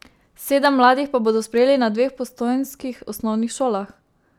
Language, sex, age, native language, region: Slovenian, female, 18-29, Slovenian, Savinja region